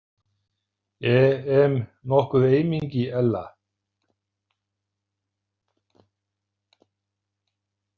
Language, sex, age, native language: Icelandic, male, 50-59, Icelandic